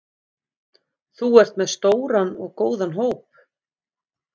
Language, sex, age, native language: Icelandic, female, 50-59, Icelandic